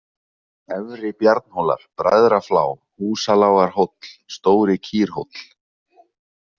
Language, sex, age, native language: Icelandic, male, 20-29, Icelandic